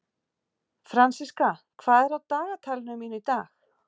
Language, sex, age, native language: Icelandic, female, 40-49, Icelandic